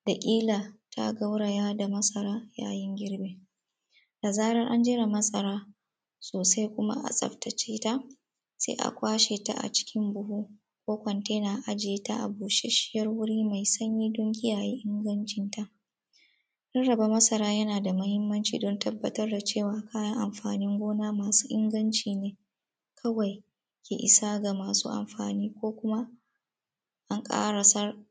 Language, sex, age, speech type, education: Hausa, female, 30-45, spontaneous, tertiary